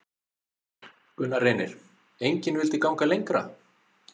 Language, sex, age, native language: Icelandic, male, 40-49, Icelandic